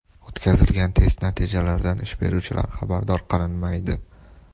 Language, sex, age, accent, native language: Uzbek, male, 18-24, Toshkent shahri, Uzbek